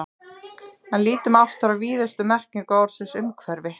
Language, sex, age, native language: Icelandic, female, 30-39, Icelandic